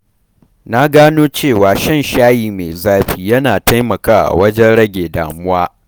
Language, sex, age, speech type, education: Hausa, male, 15-29, read, primary